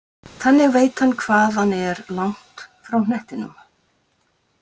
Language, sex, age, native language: Icelandic, female, 50-59, Icelandic